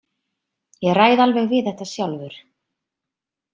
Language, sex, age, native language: Icelandic, female, 30-39, Icelandic